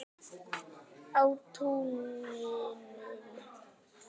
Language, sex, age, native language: Icelandic, male, 10, Icelandic